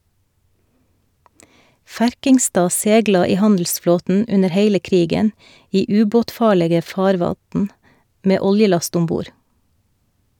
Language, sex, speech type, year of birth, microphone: Norwegian, female, read, 1969, Shure